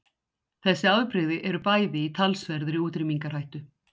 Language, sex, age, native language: Icelandic, female, 60-69, Icelandic